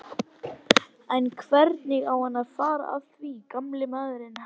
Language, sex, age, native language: Icelandic, male, 11, Icelandic